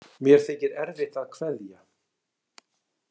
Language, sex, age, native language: Icelandic, male, 60-69, Icelandic